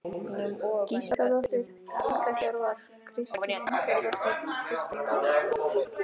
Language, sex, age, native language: Icelandic, female, 14, Icelandic